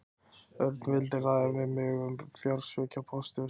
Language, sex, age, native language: Icelandic, male, 20-29, Icelandic